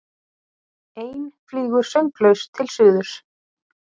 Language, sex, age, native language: Icelandic, female, 30-39, Icelandic